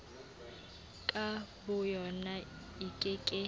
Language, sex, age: Southern Sotho, female, 18